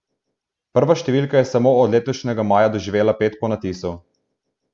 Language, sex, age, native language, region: Slovenian, male, 18-29, Slovenian, Southeast Slovenia